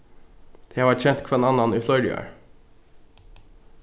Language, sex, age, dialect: Faroese, male, 15-35, Norðuroyggjar